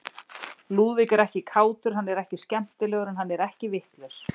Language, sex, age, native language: Icelandic, female, 40-49, Icelandic